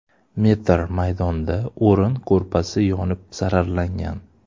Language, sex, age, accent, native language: Uzbek, male, 25-34, Toshkent shahri, Uzbek